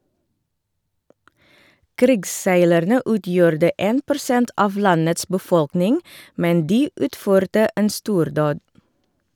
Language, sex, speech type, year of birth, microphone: Norwegian, female, read, 1978, Shure